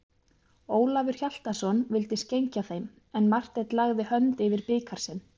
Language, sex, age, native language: Icelandic, female, 20-29, Icelandic